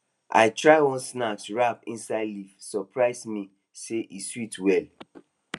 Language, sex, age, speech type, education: Nigerian Pidgin, male, 15-29, spontaneous, tertiary